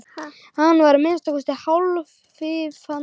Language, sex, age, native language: Icelandic, other, 12, Icelandic